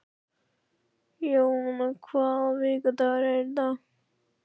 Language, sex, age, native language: Icelandic, male, 13, Icelandic